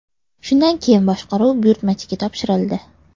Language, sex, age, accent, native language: Uzbek, female, 18-24, Toshkent viloyati, Uzbek